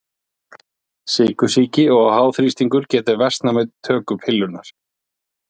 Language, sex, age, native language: Icelandic, male, 40-49, Icelandic